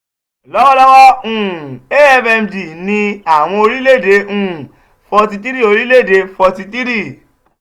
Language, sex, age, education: Yoruba, male, 30-45, tertiary